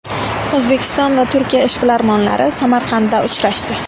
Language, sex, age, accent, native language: Uzbek, female, 18-24, Sirdaryo, Uzbek